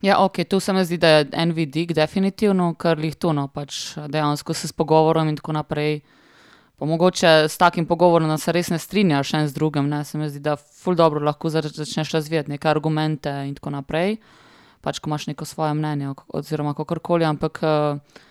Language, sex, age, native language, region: Slovenian, female, 30-49, Slovenian, Primorsko-notranjska region